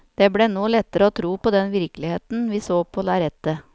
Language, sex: Norwegian, female